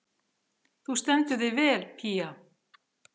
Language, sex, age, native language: Icelandic, female, 40-49, Icelandic